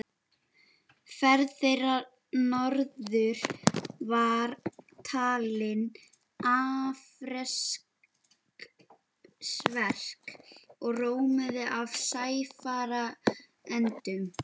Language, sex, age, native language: Icelandic, female, 11, Icelandic